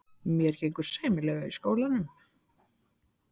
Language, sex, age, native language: Icelandic, female, 60-69, Icelandic